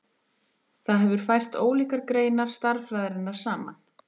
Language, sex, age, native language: Icelandic, female, 30-39, Icelandic